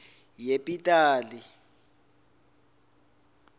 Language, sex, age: South Ndebele, male, 20